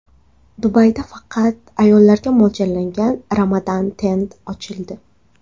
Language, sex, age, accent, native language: Uzbek, female, 18-24, Xorazm, Uzbek